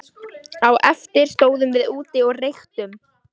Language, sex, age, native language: Icelandic, female, 14, Icelandic